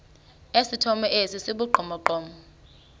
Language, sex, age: Xhosa, female, 33